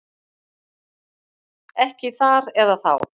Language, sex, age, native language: Icelandic, female, 60-69, Icelandic